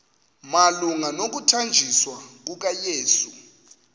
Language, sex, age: Xhosa, male, 33